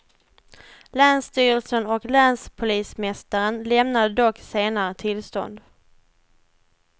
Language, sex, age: Swedish, female, 21